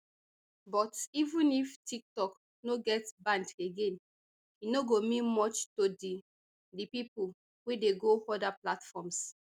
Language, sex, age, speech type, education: Nigerian Pidgin, female, 30-45, spontaneous, tertiary